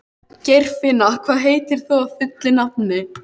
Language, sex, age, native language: Icelandic, male, 13, Icelandic